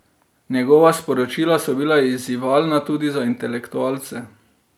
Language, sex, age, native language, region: Slovenian, male, 30-49, Slovenian, Drava region